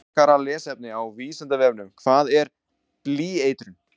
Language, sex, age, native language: Icelandic, male, 20-29, Icelandic